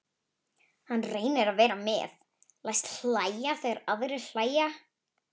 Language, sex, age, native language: Icelandic, female, 11, Icelandic